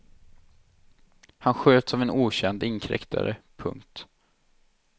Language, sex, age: Swedish, male, 23